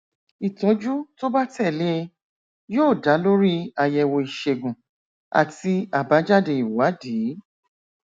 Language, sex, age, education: Yoruba, female, 46-60, tertiary